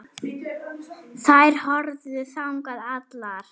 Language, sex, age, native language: Icelandic, female, 7, German